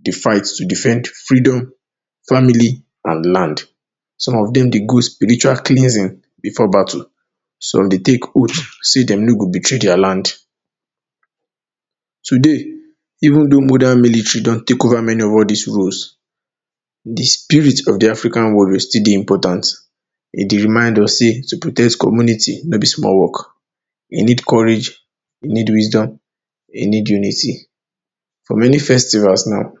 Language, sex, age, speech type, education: Nigerian Pidgin, male, 30-45, spontaneous, tertiary